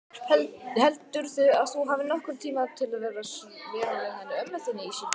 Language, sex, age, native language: Icelandic, male, 18-19, Icelandic